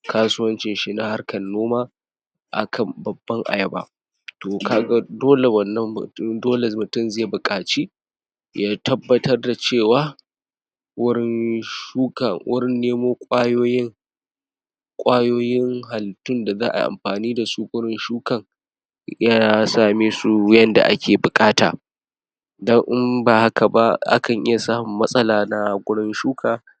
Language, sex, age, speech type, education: Hausa, male, 46-60, spontaneous, tertiary